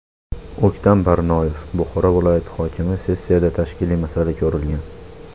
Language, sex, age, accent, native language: Uzbek, male, under 19, Farg'ona, Uzbek